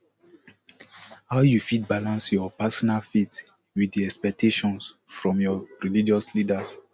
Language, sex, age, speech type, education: Nigerian Pidgin, male, 15-29, spontaneous, tertiary